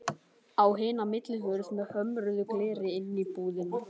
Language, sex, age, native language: Icelandic, male, 12, Icelandic